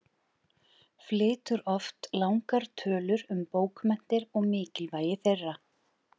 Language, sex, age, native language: Icelandic, male, 11, Icelandic